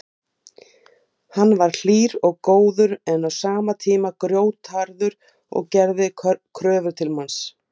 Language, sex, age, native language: Icelandic, female, 50-59, Icelandic